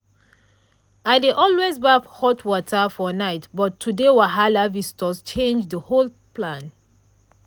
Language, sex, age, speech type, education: Nigerian Pidgin, female, 30-45, spontaneous, tertiary